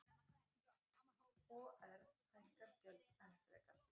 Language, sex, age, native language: Icelandic, female, 40-49, Icelandic